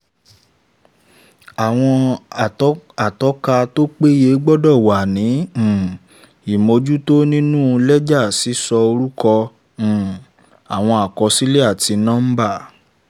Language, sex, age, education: Yoruba, male, 15-29, tertiary